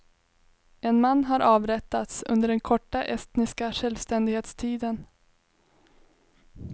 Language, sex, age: Swedish, female, 21